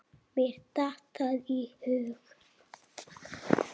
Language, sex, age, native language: Icelandic, male, 7, Icelandic